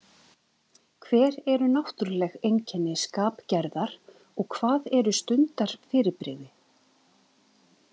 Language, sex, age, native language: Icelandic, female, 30-39, Icelandic